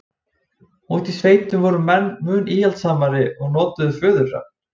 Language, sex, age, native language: Icelandic, male, 20-29, Icelandic